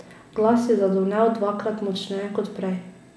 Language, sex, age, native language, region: Slovenian, female, 18-29, Slovenian, Drava region